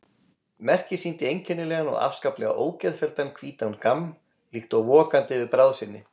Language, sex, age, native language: Icelandic, male, 20-29, Icelandic